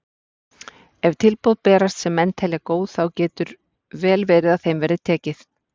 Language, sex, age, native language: Icelandic, female, 40-49, Icelandic